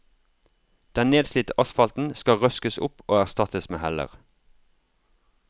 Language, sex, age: Norwegian, male, 33